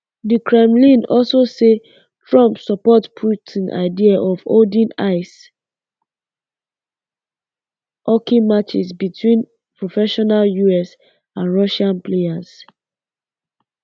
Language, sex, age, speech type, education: Nigerian Pidgin, female, 15-29, spontaneous, secondary